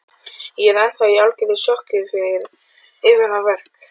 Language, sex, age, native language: Icelandic, male, 12, Icelandic